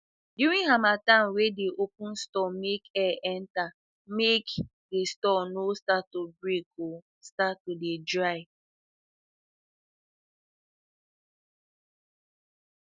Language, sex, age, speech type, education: Nigerian Pidgin, female, 15-29, spontaneous, tertiary